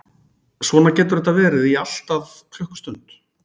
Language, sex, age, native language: Icelandic, male, 40-49, Icelandic